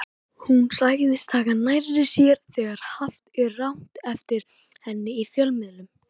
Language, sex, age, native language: Icelandic, male, 18-19, Icelandic